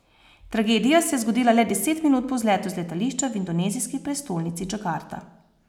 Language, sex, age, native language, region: Slovenian, female, 30-49, Slovenian, Posavska region